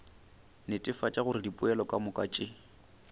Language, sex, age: Northern Sotho, male, 29